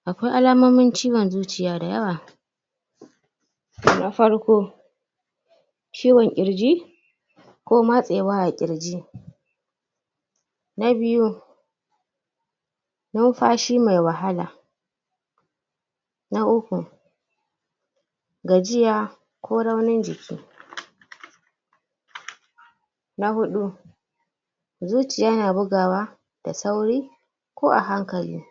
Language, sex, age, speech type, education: Hausa, female, 30-45, spontaneous, tertiary